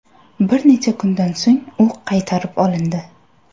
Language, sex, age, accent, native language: Uzbek, female, 18-24, Surxondaryo, Uzbek